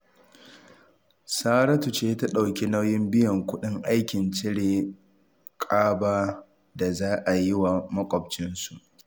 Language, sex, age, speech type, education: Hausa, male, 15-29, read, tertiary